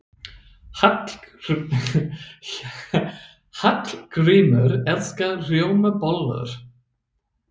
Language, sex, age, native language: Icelandic, male, 30-39, English